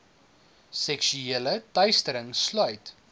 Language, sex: Afrikaans, male